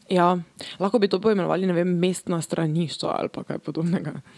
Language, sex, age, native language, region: Slovenian, female, 18-29, Slovenian, Drava region